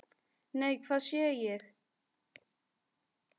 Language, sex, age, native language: Icelandic, female, 10, Icelandic